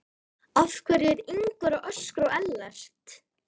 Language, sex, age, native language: Icelandic, female, 11, Icelandic